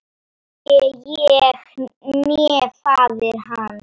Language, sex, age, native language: Icelandic, female, 9, Icelandic